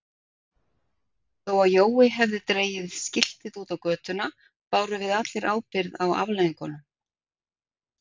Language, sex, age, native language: Icelandic, female, 60-69, Icelandic